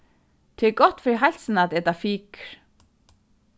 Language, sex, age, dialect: Faroese, female, 36-60, Suðurstreymoy